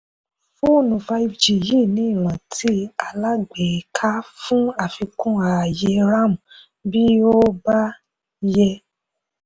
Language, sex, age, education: Yoruba, female, 30-45, tertiary